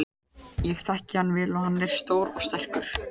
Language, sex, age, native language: Icelandic, male, 18-19, Icelandic